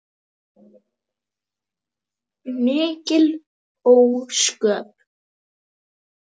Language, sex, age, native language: Icelandic, female, 9, Icelandic